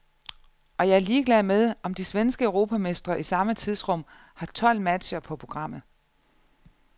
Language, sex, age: Danish, female, 34